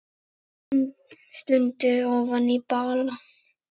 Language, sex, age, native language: Icelandic, male, 9, Icelandic